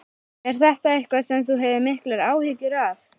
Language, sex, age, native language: Icelandic, female, 12, Icelandic